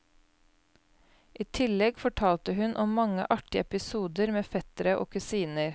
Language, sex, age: Norwegian, female, 29